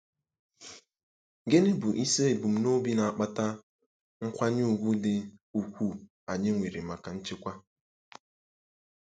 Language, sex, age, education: Igbo, male, 15-29, tertiary